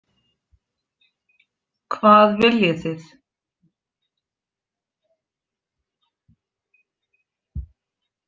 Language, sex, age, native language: Icelandic, female, 40-49, Icelandic